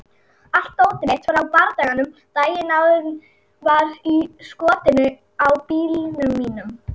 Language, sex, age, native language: Icelandic, female, 40-49, Icelandic